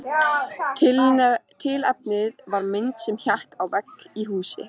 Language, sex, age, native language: Icelandic, female, 13, Icelandic